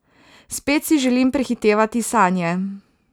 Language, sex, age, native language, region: Slovenian, female, 18-29, Slovenian, Savinja region